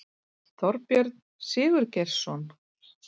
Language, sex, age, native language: Icelandic, female, 30-39, Icelandic